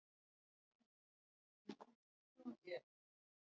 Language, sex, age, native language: Icelandic, female, 18-19, Icelandic